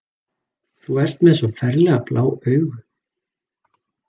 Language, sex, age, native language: Icelandic, male, 40-49, Icelandic